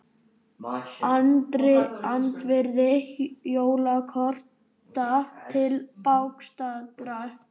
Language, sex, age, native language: Icelandic, male, 18-19, Icelandic